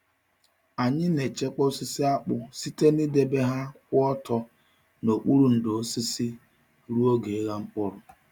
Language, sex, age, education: Igbo, male, 46-60, tertiary